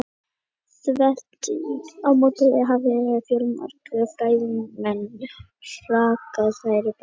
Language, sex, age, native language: Icelandic, male, 50-59, Icelandic